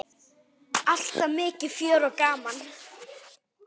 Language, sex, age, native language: Icelandic, female, 8, Icelandic